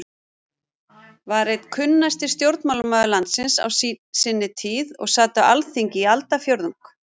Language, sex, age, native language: Icelandic, female, 40-49, Icelandic